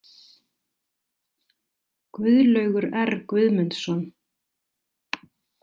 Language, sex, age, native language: Icelandic, female, 30-39, Icelandic